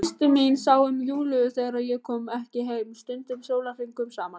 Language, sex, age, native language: Icelandic, female, 18-19, Icelandic